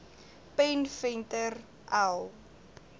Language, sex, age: Afrikaans, female, 19